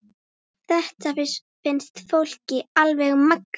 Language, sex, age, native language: Icelandic, female, 8, Icelandic